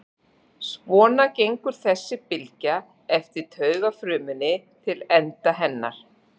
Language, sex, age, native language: Icelandic, female, 40-49, Icelandic